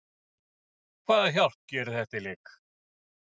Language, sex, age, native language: Icelandic, male, 50-59, Icelandic